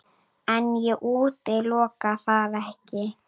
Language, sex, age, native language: Icelandic, female, 9, Icelandic